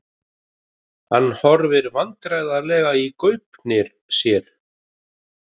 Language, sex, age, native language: Icelandic, male, 50-59, Icelandic